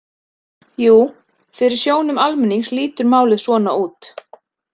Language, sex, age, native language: Icelandic, female, 30-39, Icelandic